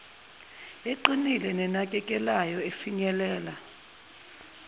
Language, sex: Zulu, female